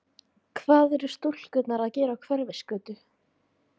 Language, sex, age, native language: Icelandic, female, 16, Icelandic